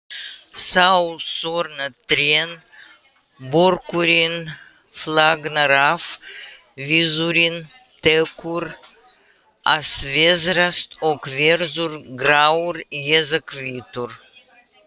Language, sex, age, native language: Icelandic, female, 80-89, Russian